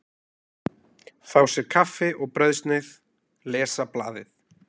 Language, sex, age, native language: Icelandic, male, 20-29, Icelandic